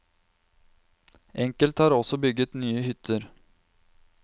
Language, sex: Norwegian, male